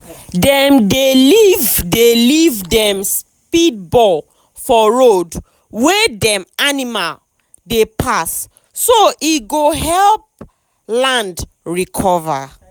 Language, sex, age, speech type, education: Nigerian Pidgin, female, 15-29, spontaneous, tertiary